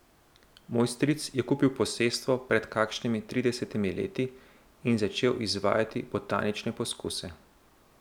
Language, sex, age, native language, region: Slovenian, male, 30-49, Slovenian, Central Slovenia